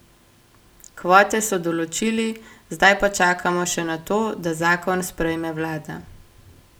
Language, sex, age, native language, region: Slovenian, female, 18-29, Slovenian, Gorenjska region